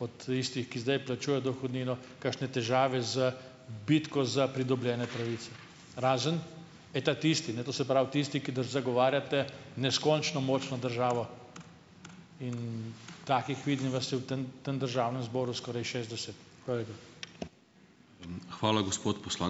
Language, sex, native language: Slovenian, male, Slovenian